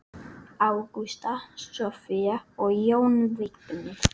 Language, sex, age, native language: Icelandic, male, 8, Icelandic